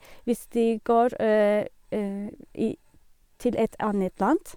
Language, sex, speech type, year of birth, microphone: Norwegian, female, spontaneous, 1983, Sennheiser